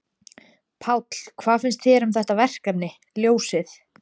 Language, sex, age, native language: Icelandic, female, 20-29, Icelandic